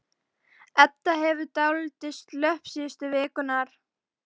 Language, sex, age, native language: Icelandic, female, 12, Icelandic